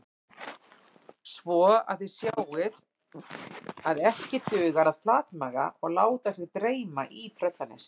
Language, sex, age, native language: Icelandic, female, 40-49, Icelandic